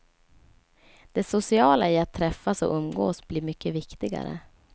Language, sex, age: Swedish, female, 27